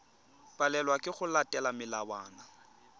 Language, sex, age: Tswana, male, 23